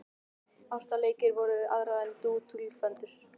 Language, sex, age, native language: Icelandic, male, 12, Icelandic